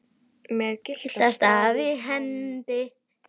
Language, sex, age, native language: Icelandic, female, 10, Icelandic